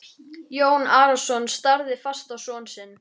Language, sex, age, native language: Icelandic, female, 13, Icelandic